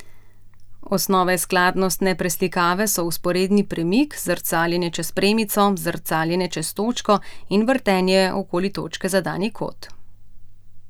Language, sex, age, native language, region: Slovenian, female, 30-49, Slovenian, Central Slovenia